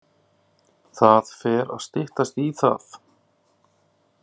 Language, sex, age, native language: Icelandic, male, 30-39, Icelandic